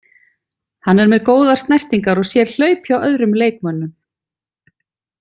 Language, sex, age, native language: Icelandic, female, 40-49, Icelandic